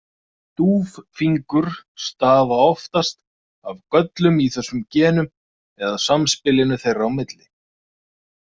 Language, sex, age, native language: Icelandic, male, 30-39, Icelandic